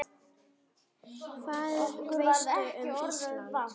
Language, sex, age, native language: Icelandic, female, 9, Icelandic